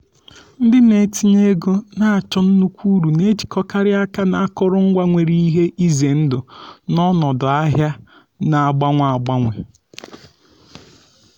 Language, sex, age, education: Igbo, male, 15-29, tertiary